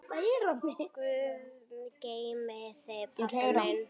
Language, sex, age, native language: Icelandic, female, 9, Icelandic